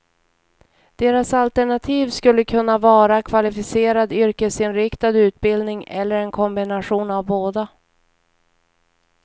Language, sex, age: Swedish, female, 41